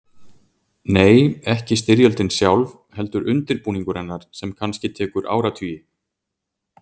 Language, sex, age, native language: Icelandic, male, 40-49, Icelandic